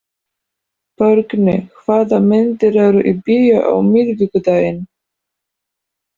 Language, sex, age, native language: Icelandic, female, 40-49, Polish